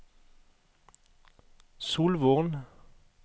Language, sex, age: Norwegian, male, 38